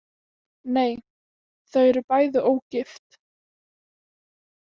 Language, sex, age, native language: Icelandic, female, 18-19, Icelandic